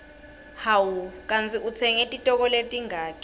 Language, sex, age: Swati, female, 21